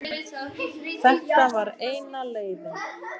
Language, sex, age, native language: Icelandic, male, 8, Icelandic